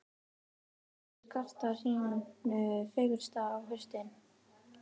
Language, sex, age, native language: Icelandic, female, 18-19, Icelandic